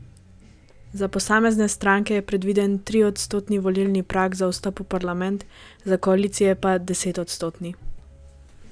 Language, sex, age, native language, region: Slovenian, female, 18-29, Slovenian, Gorenjska region